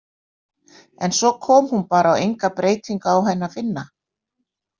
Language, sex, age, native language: Icelandic, female, 60-69, Icelandic